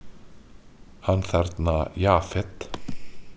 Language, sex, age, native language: Icelandic, male, 30-39, Icelandic